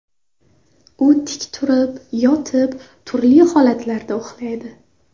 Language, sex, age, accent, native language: Uzbek, female, under 19, Navoiy, Uzbek